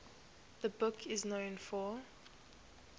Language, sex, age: English, female, 21